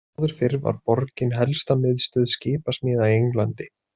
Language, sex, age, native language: Icelandic, male, 30-39, Icelandic